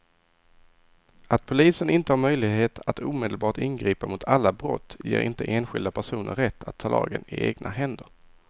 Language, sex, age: Swedish, male, 22